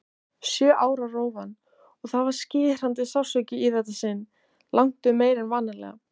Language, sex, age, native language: Icelandic, female, 18-19, Icelandic